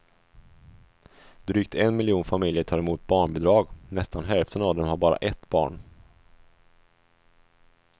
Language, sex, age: Swedish, male, 25